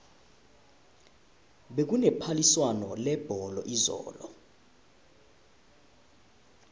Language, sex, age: South Ndebele, male, 20